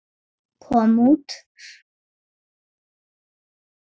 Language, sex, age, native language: Icelandic, male, 9, Icelandic